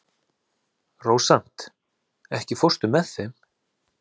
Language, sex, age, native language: Icelandic, male, 30-39, Icelandic